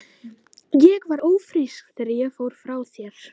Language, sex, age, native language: Icelandic, female, 12, Icelandic